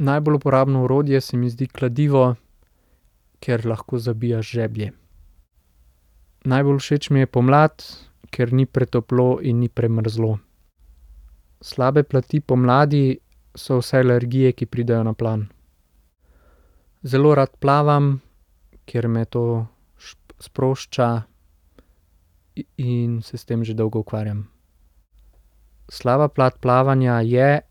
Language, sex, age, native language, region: Slovenian, male, 18-29, Slovenian, Central Slovenia